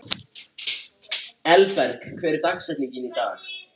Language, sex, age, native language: Icelandic, male, 18-19, Icelandic